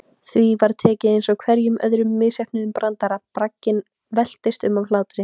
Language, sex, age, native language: Icelandic, female, 18-19, Icelandic